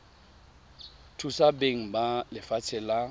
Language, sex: Tswana, male